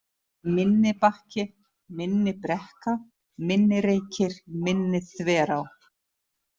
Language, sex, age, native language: Icelandic, female, 50-59, Icelandic